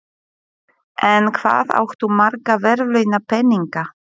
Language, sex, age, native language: Icelandic, female, 40-49, Polish